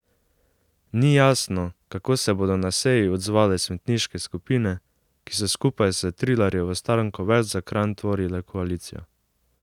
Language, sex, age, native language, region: Slovenian, male, 18-29, Slovenian, Savinja region